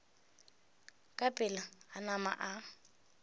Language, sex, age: Northern Sotho, female, 18